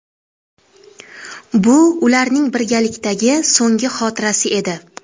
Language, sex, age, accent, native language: Uzbek, female, 25-34, Toshkent viloyati, Uzbek